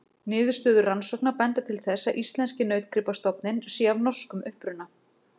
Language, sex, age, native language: Icelandic, female, 40-49, Icelandic